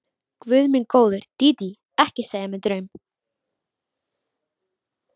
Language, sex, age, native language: Icelandic, female, 13, Icelandic